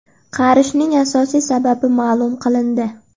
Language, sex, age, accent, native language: Uzbek, female, under 19, Andijon, Uzbek